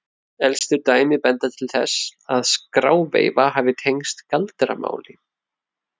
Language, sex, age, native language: Icelandic, male, 30-39, Icelandic